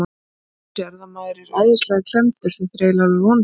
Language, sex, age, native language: Icelandic, female, 40-49, Icelandic